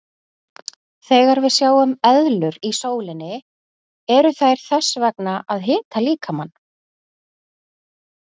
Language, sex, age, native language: Icelandic, female, 40-49, Icelandic